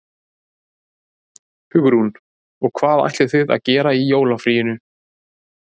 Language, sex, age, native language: Icelandic, male, 30-39, Icelandic